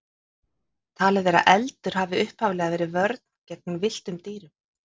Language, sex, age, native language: Icelandic, female, 50-59, Icelandic